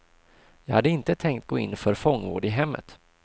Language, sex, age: Swedish, male, 26